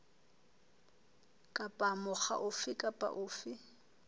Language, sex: Southern Sotho, female